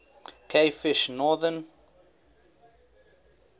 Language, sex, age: English, male, 21